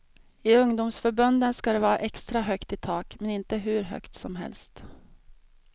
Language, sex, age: Swedish, female, 32